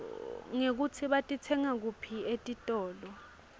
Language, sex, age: Swati, female, 22